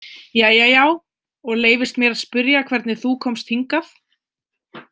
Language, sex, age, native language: Icelandic, female, 20-29, Icelandic